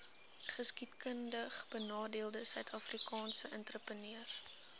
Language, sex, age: Afrikaans, female, 19